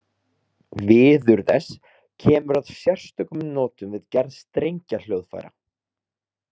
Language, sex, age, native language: Icelandic, male, 30-39, Icelandic